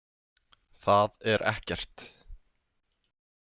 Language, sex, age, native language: Icelandic, male, 20-29, Icelandic